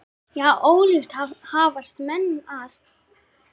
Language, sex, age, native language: Icelandic, female, 10, Icelandic